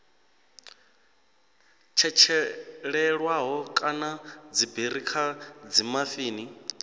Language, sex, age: Venda, male, 26